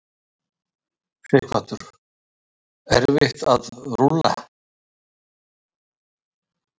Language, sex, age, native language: Icelandic, male, 60-69, Icelandic